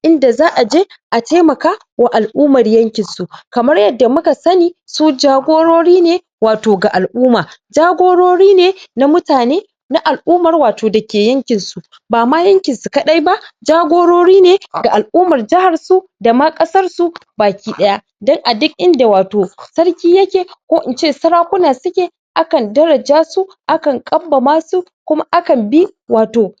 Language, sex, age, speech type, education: Hausa, male, 15-29, spontaneous, secondary